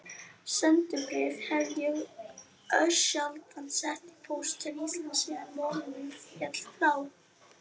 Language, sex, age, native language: Icelandic, female, 40-49, Icelandic